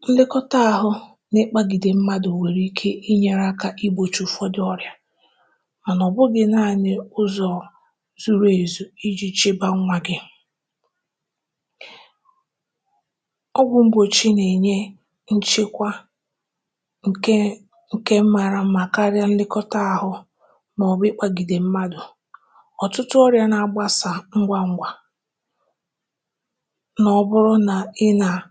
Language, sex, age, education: Igbo, female, 15-29, tertiary